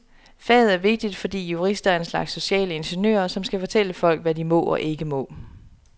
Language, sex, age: Danish, female, 27